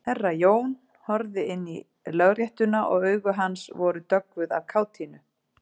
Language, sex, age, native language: Icelandic, female, 40-49, Icelandic